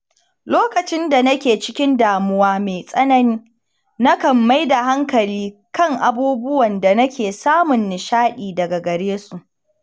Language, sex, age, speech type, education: Hausa, female, 60+, read, primary